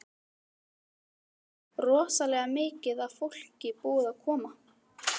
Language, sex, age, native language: Icelandic, female, 13, Icelandic